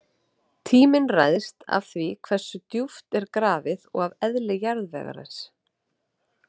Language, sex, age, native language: Icelandic, female, 30-39, Icelandic